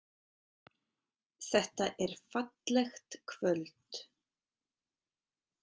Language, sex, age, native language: Icelandic, female, 30-39, Icelandic